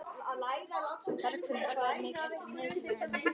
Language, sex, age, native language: Icelandic, female, 11, Icelandic